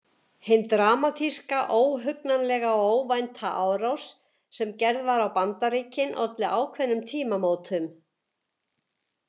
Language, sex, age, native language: Icelandic, female, 70-79, Icelandic